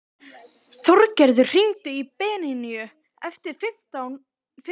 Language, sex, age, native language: Icelandic, female, 12, Icelandic